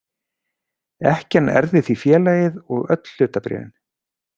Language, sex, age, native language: Icelandic, male, 40-49, Icelandic